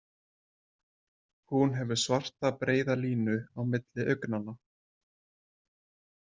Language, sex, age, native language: Icelandic, male, 20-29, Icelandic